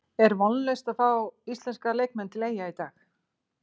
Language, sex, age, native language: Icelandic, female, 40-49, Icelandic